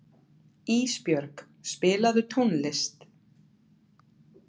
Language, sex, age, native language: Icelandic, female, 40-49, Icelandic